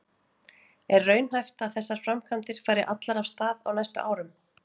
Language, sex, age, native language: Icelandic, female, 40-49, Icelandic